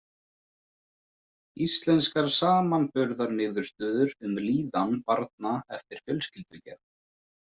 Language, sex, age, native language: Icelandic, male, 20-29, Icelandic